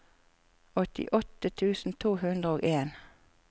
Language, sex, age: Norwegian, female, 54